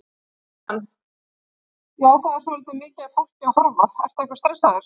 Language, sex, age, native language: Icelandic, female, 30-39, Icelandic